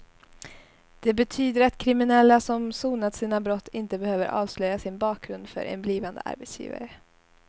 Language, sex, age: Swedish, female, 21